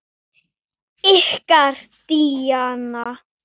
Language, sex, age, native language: Icelandic, male, 8, Icelandic